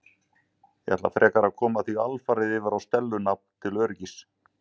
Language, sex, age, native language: Icelandic, male, 40-49, Icelandic